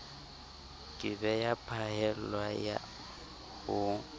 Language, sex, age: Southern Sotho, male, 23